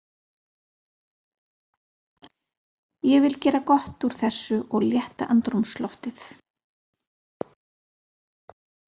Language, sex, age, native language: Icelandic, female, 50-59, Icelandic